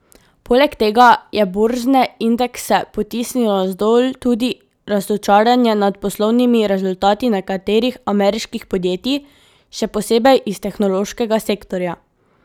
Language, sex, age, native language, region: Slovenian, female, 18-29, Slovenian, Drava region